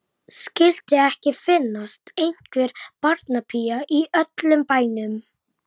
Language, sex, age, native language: Icelandic, male, 11, Icelandic